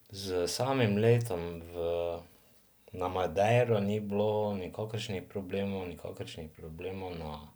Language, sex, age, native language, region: Slovenian, male, 50-59, Slovenian, Drava region